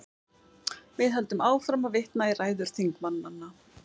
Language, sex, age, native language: Icelandic, female, 11, Icelandic